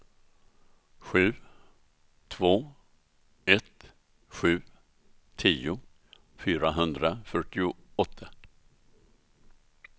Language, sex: Swedish, male